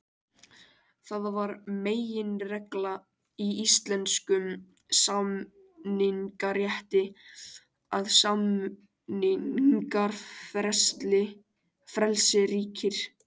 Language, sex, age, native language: Icelandic, male, 18-19, Icelandic